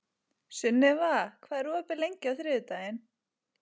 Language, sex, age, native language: Icelandic, female, 11, Icelandic